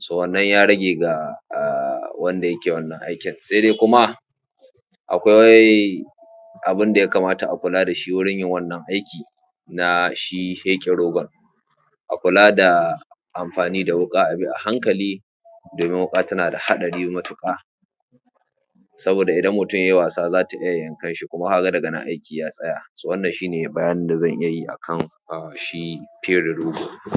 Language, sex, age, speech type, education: Hausa, male, 15-29, spontaneous, tertiary